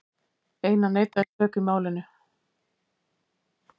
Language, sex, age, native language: Icelandic, female, 70-79, Icelandic